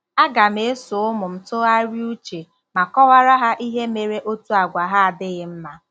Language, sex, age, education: Igbo, female, 15-29, tertiary